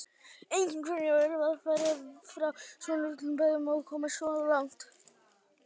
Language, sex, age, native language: Icelandic, male, 18-19, Icelandic